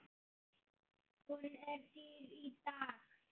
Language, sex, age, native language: Icelandic, male, 9, Icelandic